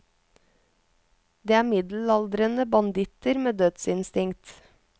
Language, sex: Norwegian, female